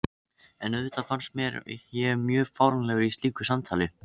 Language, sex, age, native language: Icelandic, other, 13, Icelandic